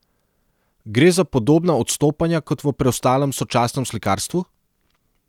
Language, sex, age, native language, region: Slovenian, male, 30-49, Serbian, Central Slovenia